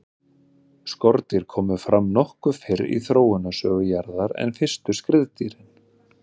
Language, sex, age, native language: Icelandic, male, 30-39, Icelandic